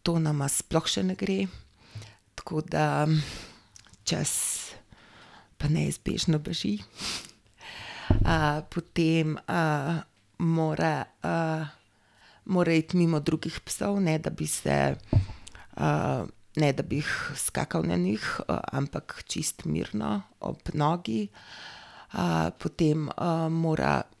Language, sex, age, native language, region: Slovenian, female, 50-59, Slovenian, Gorenjska region